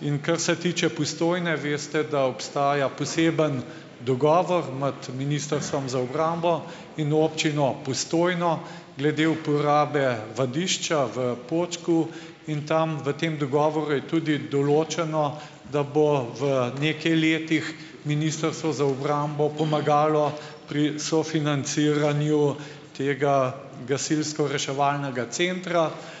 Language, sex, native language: Slovenian, male, Slovenian